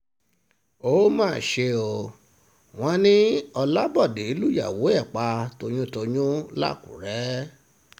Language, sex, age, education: Yoruba, male, 46-60, tertiary